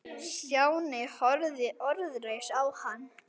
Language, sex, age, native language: Icelandic, male, 9, Icelandic